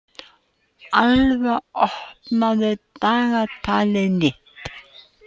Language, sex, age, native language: Icelandic, female, 70-79, Icelandic